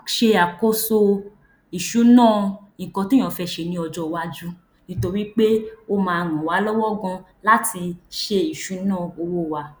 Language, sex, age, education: Yoruba, female, 15-29, tertiary